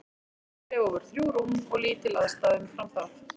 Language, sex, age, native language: Icelandic, female, 40-49, Icelandic